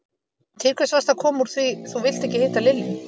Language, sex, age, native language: Icelandic, female, 30-39, Icelandic